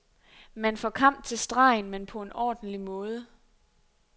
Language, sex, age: Danish, female, 23